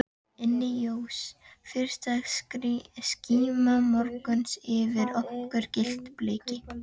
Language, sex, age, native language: Icelandic, female, 12, Icelandic